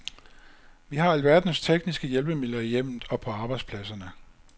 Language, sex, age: Danish, male, 56